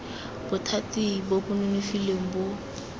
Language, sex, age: Tswana, female, 18